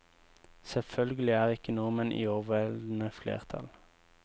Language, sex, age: Norwegian, male, 24